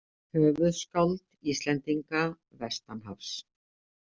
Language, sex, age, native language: Icelandic, female, 50-59, Icelandic